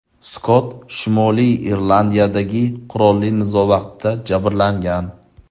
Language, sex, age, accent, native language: Uzbek, male, 18-24, Buxoro, Uzbek